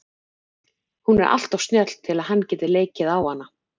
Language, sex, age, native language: Icelandic, female, 40-49, Icelandic